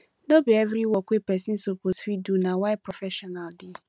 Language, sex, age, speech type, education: Nigerian Pidgin, female, 15-29, spontaneous, tertiary